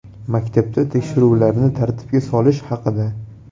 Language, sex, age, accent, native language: Uzbek, male, 18-24, Toshkent viloyati, Uzbek